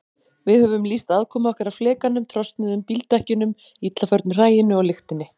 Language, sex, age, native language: Icelandic, female, 40-49, Icelandic